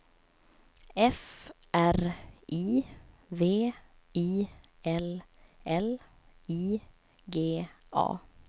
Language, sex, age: Swedish, female, 27